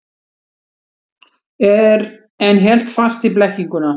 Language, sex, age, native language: Icelandic, female, 60-69, Icelandic